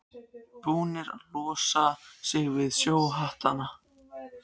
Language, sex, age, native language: Icelandic, other, 14, Icelandic